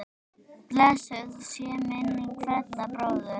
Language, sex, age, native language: Icelandic, female, 9, Icelandic